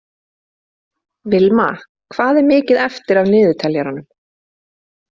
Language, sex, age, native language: Icelandic, female, 30-39, Icelandic